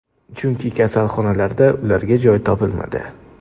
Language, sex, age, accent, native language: Uzbek, male, 18-24, Namangan, Uzbek